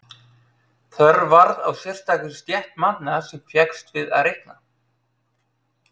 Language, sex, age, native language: Icelandic, male, 30-39, Icelandic